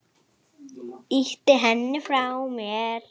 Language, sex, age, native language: Icelandic, male, 8, Icelandic